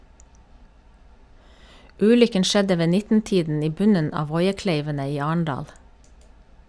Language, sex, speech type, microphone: Norwegian, female, read, Shure